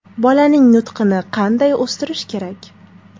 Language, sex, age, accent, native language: Uzbek, female, 18-24, Toshkent shahri, Uzbek